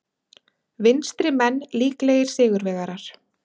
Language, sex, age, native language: Icelandic, female, 30-39, Icelandic